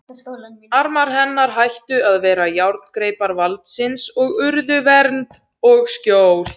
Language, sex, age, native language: Icelandic, female, 17, Icelandic